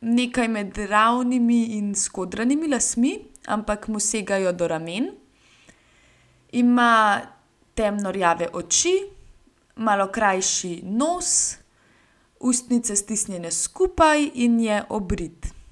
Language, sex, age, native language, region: Slovenian, female, 18-29, Slovenian, Gorenjska region